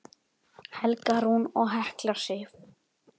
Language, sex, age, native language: Icelandic, male, 8, Icelandic